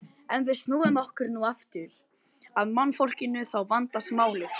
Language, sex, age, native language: Icelandic, male, 20-29, Icelandic